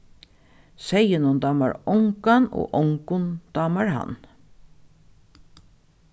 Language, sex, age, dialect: Faroese, female, 36-60, Norðuroyggjar